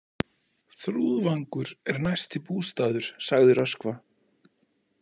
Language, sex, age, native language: Icelandic, male, 40-49, Icelandic